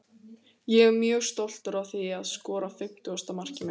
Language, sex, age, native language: Icelandic, female, 18-19, Icelandic